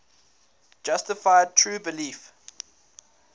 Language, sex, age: English, male, 19